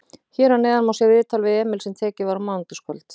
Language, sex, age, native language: Icelandic, female, 40-49, Icelandic